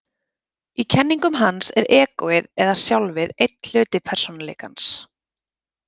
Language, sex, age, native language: Icelandic, female, 30-39, Icelandic